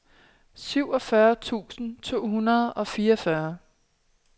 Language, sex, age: Danish, female, 27